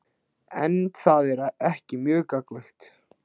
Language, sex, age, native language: Icelandic, male, 16, Icelandic